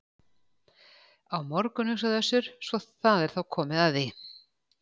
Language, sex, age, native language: Icelandic, female, 60-69, Icelandic